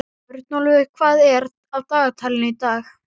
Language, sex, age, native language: Icelandic, female, 11, Icelandic